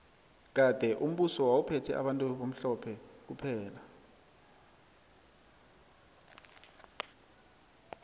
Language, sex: South Ndebele, male